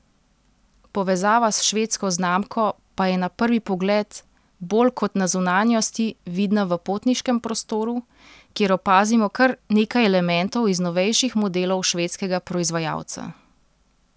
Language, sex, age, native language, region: Slovenian, female, 30-49, Slovenian, Central Slovenia